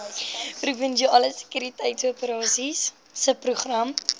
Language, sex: Afrikaans, female